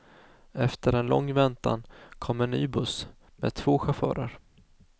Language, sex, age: Swedish, male, 19